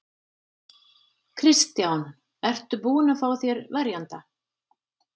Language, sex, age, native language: Icelandic, female, 50-59, Icelandic